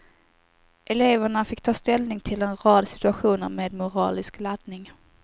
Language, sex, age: Swedish, female, 18